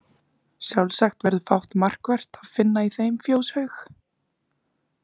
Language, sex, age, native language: Icelandic, female, 20-29, Icelandic